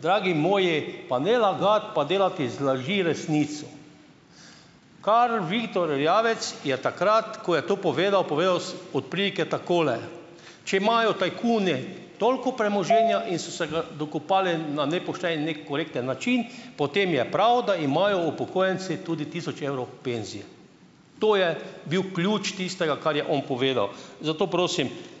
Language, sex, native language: Slovenian, male, Slovenian